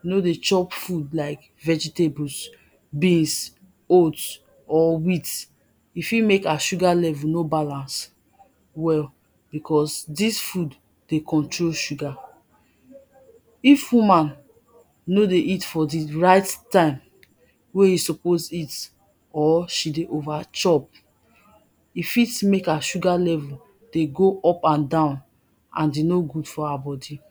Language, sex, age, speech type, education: Nigerian Pidgin, female, 30-45, spontaneous, tertiary